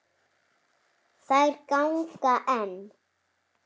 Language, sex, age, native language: Icelandic, female, 7, Icelandic